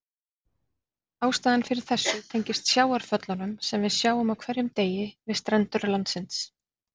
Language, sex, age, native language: Icelandic, female, 40-49, Icelandic